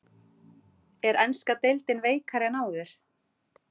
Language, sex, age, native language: Icelandic, female, 40-49, Icelandic